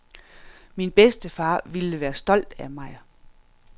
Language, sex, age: Danish, female, 46